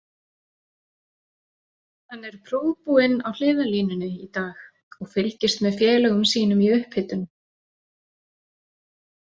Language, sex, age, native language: Icelandic, female, 40-49, Icelandic